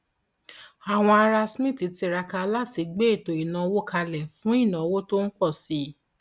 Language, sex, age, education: Yoruba, female, 30-45, tertiary